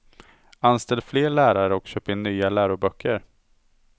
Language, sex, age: Swedish, male, 27